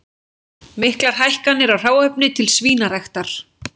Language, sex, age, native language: Icelandic, female, 16, Icelandic